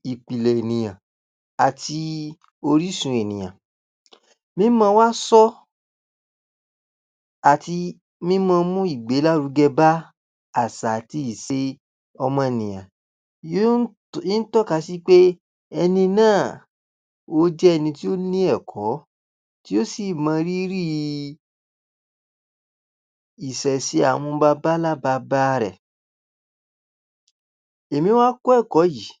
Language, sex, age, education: Yoruba, male, 46-60, tertiary